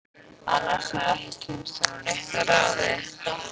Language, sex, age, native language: Icelandic, female, 15, Icelandic